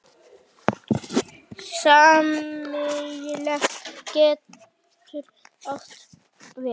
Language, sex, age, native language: Icelandic, female, 8, Icelandic